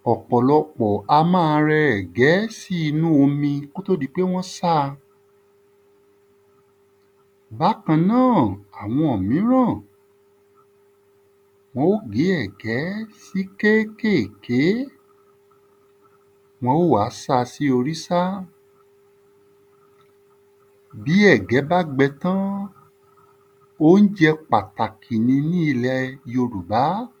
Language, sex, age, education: Yoruba, male, 30-45, tertiary